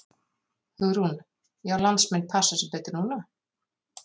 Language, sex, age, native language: Icelandic, female, 30-39, Icelandic